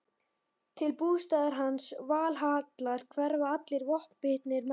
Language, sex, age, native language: Icelandic, male, 12, Icelandic